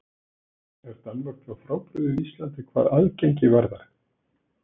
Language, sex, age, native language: Icelandic, male, 60-69, Icelandic